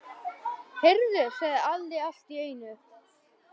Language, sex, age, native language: Icelandic, other, 12, Icelandic